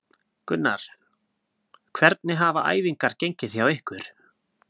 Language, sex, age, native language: Icelandic, male, 20-29, Icelandic